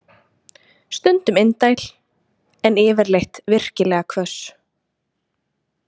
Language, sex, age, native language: Icelandic, female, 20-29, Icelandic